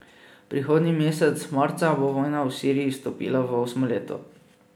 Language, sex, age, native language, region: Slovenian, male, 18-29, Slovenian, Drava region